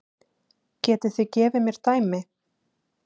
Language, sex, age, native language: Icelandic, female, 20-29, Icelandic